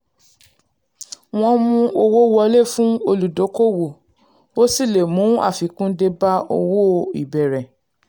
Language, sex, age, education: Yoruba, female, 15-29, secondary